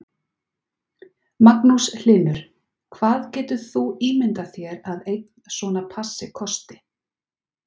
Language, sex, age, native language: Icelandic, female, 40-49, Icelandic